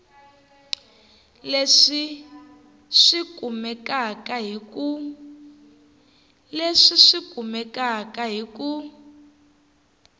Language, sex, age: Tsonga, female, 19